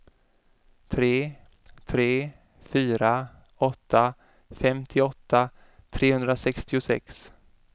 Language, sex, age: Swedish, male, 33